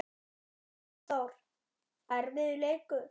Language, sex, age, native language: Icelandic, male, 9, Icelandic